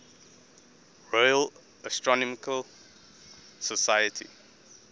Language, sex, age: English, male, 20